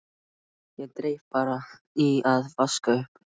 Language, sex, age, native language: Icelandic, male, 12, Icelandic